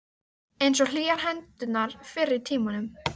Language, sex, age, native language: Icelandic, female, 13, Icelandic